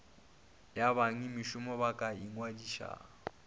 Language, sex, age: Northern Sotho, male, 20